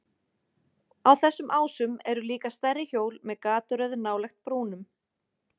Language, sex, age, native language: Icelandic, female, 40-49, Icelandic